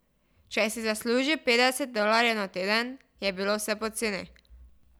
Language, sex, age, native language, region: Slovenian, female, 12-17, Slovenian, Drava region